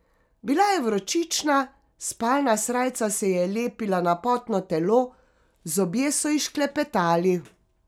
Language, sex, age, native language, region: Slovenian, female, 50-59, Slovenian, Carinthia region